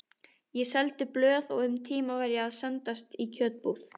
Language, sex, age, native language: Icelandic, female, 18-19, Icelandic